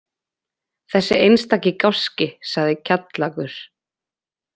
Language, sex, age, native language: Icelandic, female, 20-29, Icelandic